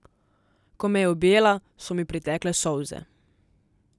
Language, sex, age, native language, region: Slovenian, female, 18-29, Slovenian, Southeast Slovenia